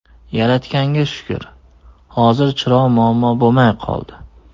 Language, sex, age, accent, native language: Uzbek, male, 18-24, Andijon, Uzbek